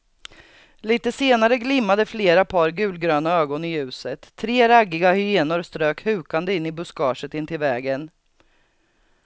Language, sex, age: Swedish, female, 39